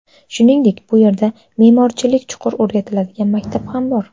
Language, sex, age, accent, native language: Uzbek, female, 19-29, Qashqadaryo, Uzbek